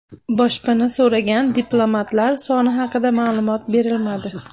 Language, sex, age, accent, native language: Uzbek, female, 25-34, Andijon, Uzbek